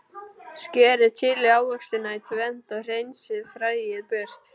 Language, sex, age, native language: Icelandic, male, 12, Icelandic